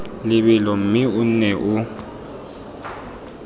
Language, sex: Tswana, male